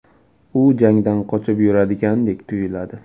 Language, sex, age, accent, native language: Uzbek, male, 18-24, Toshkent viloyati, Uzbek